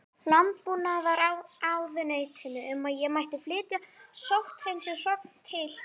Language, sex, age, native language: Icelandic, female, 11, Icelandic